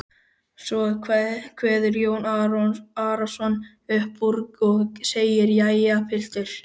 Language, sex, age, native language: Icelandic, male, 12, Icelandic